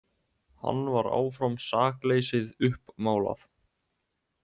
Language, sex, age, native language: Icelandic, male, 18-19, Icelandic